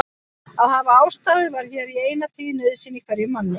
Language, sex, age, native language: Icelandic, female, 50-59, Icelandic